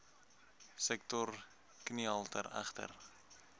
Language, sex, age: Afrikaans, male, 20